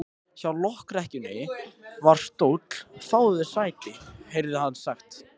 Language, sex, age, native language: Icelandic, male, 13, Icelandic